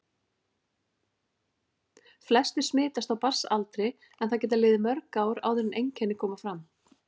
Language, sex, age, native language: Icelandic, female, 40-49, Icelandic